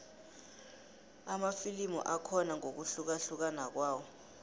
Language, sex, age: South Ndebele, female, 23